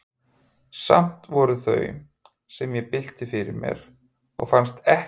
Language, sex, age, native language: Icelandic, male, 50-59, Icelandic